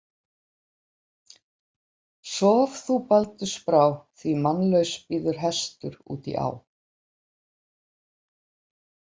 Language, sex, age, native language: Icelandic, female, 60-69, Icelandic